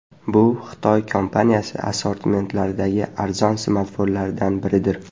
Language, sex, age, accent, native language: Uzbek, male, 12-17, Farg'ona, Uzbek